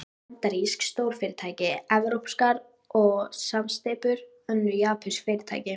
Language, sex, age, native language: Icelandic, female, 13, Icelandic